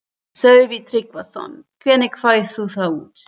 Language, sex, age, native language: Icelandic, female, 30-39, German